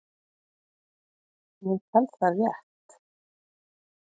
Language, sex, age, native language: Icelandic, female, 40-49, Icelandic